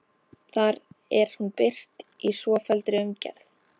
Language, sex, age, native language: Icelandic, female, 13, Icelandic